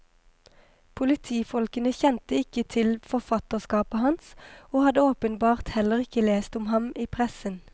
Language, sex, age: Norwegian, female, 23